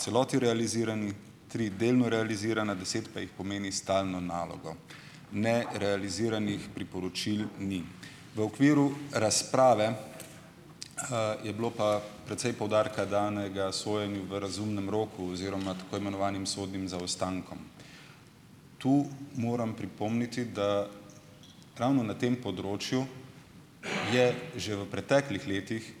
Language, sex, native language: Slovenian, male, Slovenian